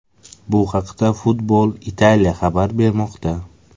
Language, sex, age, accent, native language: Uzbek, male, 18-24, Samarqand, Uzbek